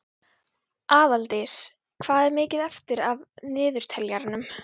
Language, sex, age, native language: Icelandic, female, 12, Icelandic